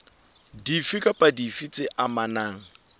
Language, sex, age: Southern Sotho, male, 26